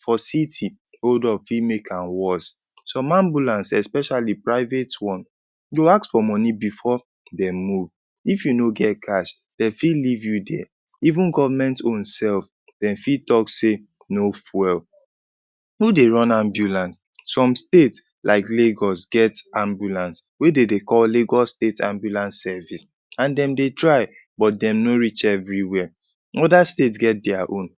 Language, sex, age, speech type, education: Nigerian Pidgin, male, 15-29, spontaneous, tertiary